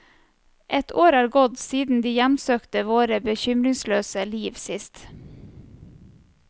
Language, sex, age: Norwegian, female, 34